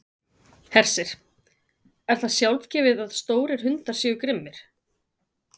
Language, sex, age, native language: Icelandic, female, 40-49, Icelandic